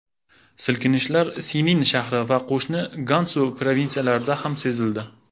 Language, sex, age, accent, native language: Uzbek, male, 19-29, Jizzax, Uzbek